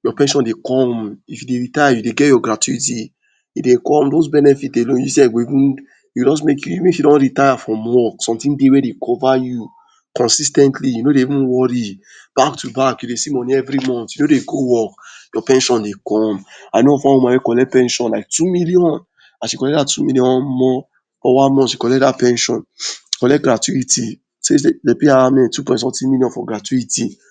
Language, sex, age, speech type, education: Nigerian Pidgin, male, 46-60, spontaneous, tertiary